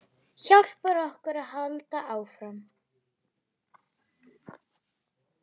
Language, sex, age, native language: Icelandic, female, 10, Icelandic